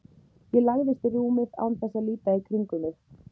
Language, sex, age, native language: Icelandic, female, 30-39, Icelandic